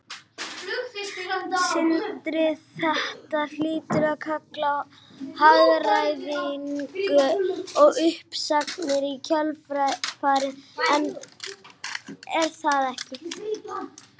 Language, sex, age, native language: Icelandic, female, 50-59, Icelandic